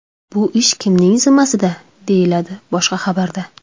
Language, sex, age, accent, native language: Uzbek, female, 19-29, Samarqand, Uzbek